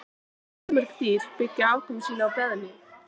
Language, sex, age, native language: Icelandic, female, 18-19, Icelandic